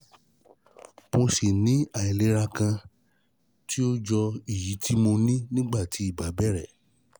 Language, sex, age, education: Yoruba, male, 30-45, tertiary